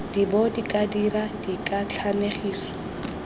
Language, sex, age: Tswana, female, 20